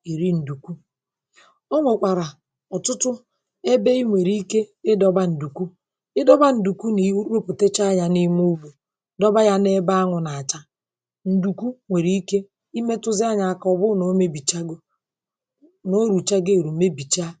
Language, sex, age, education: Igbo, female, 30-45, primary